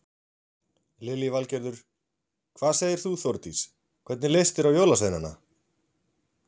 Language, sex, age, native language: Icelandic, male, 40-49, Icelandic